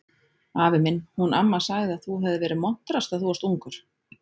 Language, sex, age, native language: Icelandic, female, 30-39, Icelandic